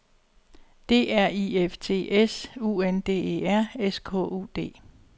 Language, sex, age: Danish, female, 62